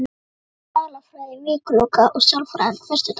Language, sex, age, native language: Icelandic, female, 12, Icelandic